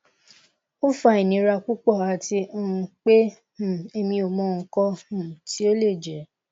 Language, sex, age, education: Yoruba, female, 15-29, tertiary